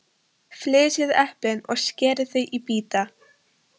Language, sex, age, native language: Icelandic, female, 13, Polish